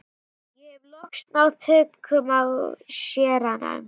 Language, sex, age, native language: Icelandic, female, 11, Icelandic